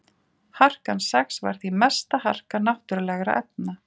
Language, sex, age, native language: Icelandic, female, 40-49, Icelandic